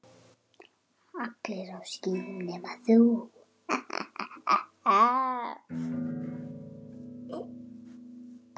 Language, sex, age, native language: Icelandic, female, 9, Icelandic